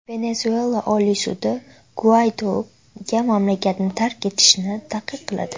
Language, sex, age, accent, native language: Uzbek, female, 19-29, Namangan, Uzbek